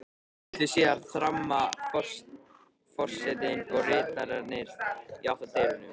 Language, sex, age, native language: Icelandic, male, 13, Icelandic